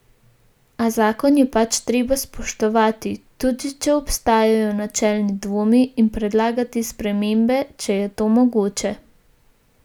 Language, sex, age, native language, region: Slovenian, female, 18-29, Slovenian, Gorenjska region